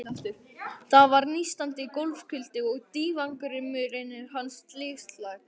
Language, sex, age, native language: Icelandic, male, 12, Icelandic